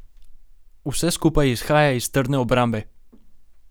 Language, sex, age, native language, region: Slovenian, male, 18-29, Slovenian, Gorenjska region